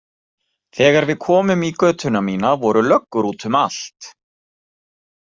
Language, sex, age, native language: Icelandic, male, 40-49, Icelandic